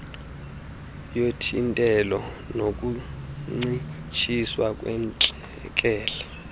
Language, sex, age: Xhosa, male, 20